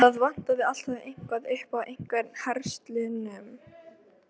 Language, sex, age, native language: Icelandic, female, 13, Icelandic